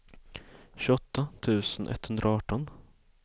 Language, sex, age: Swedish, male, 18